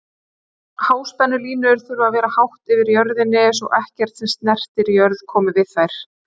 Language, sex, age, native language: Icelandic, female, 30-39, Icelandic